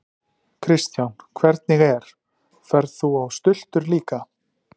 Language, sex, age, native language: Icelandic, male, 40-49, Icelandic